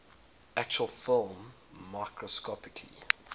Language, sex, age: English, male, 22